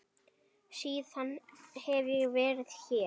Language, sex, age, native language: Icelandic, female, 9, Icelandic